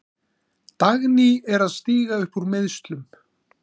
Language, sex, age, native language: Icelandic, male, 40-49, Icelandic